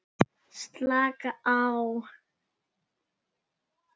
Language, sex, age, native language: Icelandic, male, 9, Icelandic